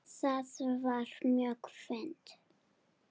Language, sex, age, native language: Icelandic, female, 8, Serbo-Croatian